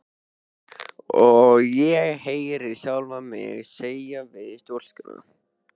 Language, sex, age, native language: Icelandic, male, 13, Icelandic